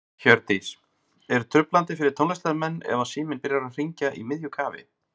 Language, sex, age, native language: Icelandic, male, 40-49, Icelandic